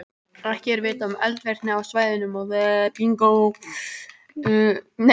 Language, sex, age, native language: Icelandic, female, 18-19, Icelandic